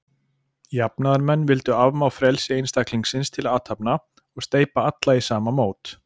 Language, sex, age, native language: Icelandic, male, 40-49, Icelandic